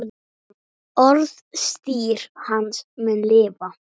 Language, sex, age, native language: Icelandic, female, 9, Icelandic